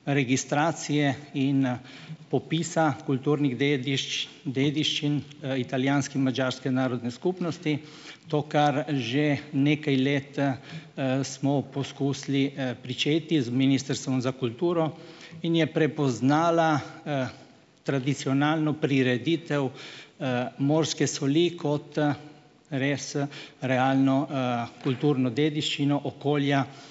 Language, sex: Slovenian, male